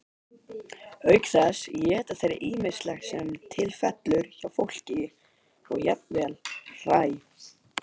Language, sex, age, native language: Icelandic, male, 18-19, Icelandic